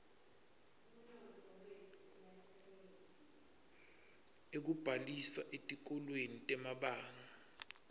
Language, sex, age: Swati, male, 25